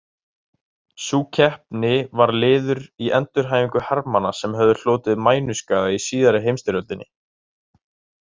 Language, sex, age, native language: Icelandic, male, 18-19, Icelandic